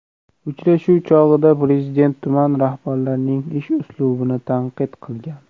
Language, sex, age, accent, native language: Uzbek, male, under 19, Namangan, Uzbek